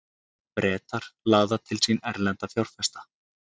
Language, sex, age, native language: Icelandic, male, 30-39, Icelandic